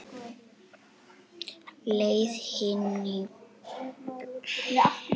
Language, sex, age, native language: Icelandic, female, 18-19, Icelandic